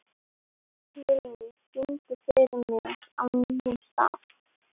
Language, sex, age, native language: Icelandic, female, 18-19, Icelandic